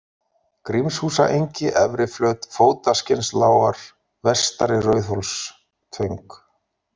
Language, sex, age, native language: Icelandic, male, 40-49, Icelandic